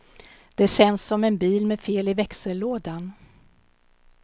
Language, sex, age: Swedish, female, 52